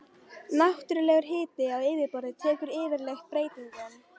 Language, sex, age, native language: Icelandic, female, 13, Icelandic